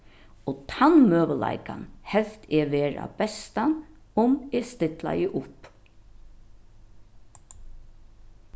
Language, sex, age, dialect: Faroese, female, 36-60, Norðurstreymoy/Eysturoy